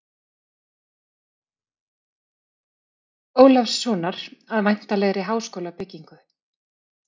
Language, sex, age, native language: Icelandic, female, 30-39, Icelandic